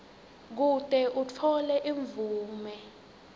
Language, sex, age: Swati, female, 19